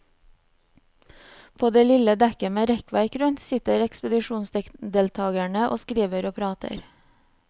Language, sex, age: Norwegian, female, 29